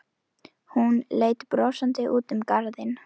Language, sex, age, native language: Icelandic, female, 11, Icelandic